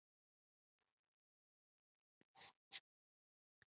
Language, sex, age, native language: Icelandic, female, 50-59, Icelandic